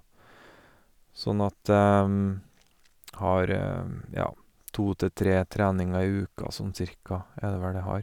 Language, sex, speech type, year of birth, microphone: Norwegian, male, spontaneous, 1970, Sennheiser